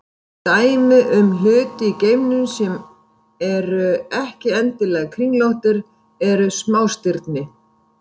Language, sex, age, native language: Icelandic, female, 50-59, Icelandic